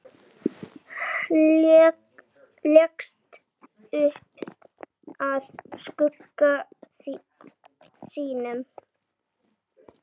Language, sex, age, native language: Icelandic, female, 8, Icelandic